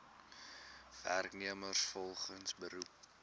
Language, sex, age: Afrikaans, male, 19